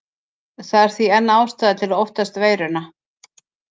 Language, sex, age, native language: Icelandic, female, 50-59, Icelandic